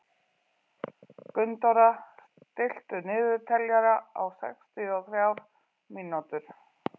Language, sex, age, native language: Icelandic, female, 40-49, Icelandic